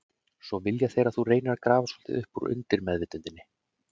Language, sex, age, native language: Icelandic, male, 30-39, Icelandic